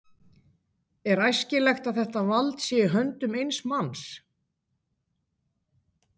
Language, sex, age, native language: Icelandic, female, 50-59, Icelandic